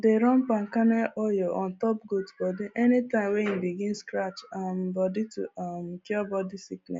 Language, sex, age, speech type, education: Nigerian Pidgin, female, 15-29, spontaneous, tertiary